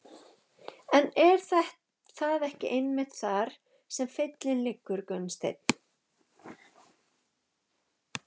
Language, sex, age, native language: Icelandic, female, 11, Icelandic